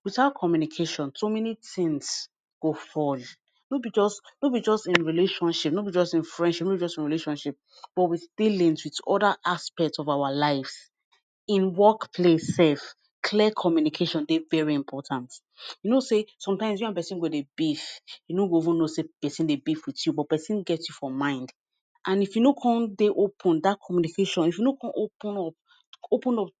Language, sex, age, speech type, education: Nigerian Pidgin, female, 15-29, spontaneous, tertiary